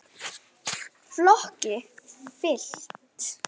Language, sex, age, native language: Icelandic, female, 9, Icelandic